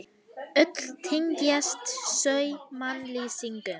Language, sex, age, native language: Icelandic, female, 18-19, Icelandic